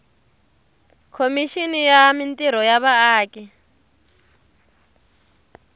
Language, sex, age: Tsonga, female, 22